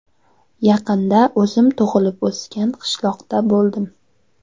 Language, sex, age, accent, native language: Uzbek, female, 18-24, Xorazm, Uzbek